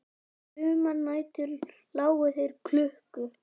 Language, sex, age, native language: Icelandic, female, 9, Icelandic